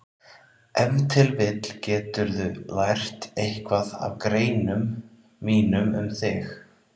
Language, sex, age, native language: Icelandic, male, 30-39, Icelandic